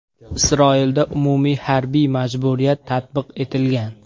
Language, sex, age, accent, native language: Uzbek, male, 18-24, Andijon, Uzbek